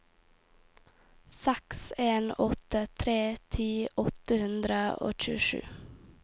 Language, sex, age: Norwegian, female, 18